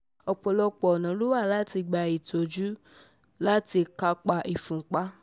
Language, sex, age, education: Yoruba, female, 15-29, tertiary